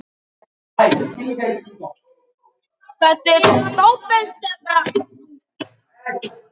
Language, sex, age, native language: Icelandic, male, 12, Icelandic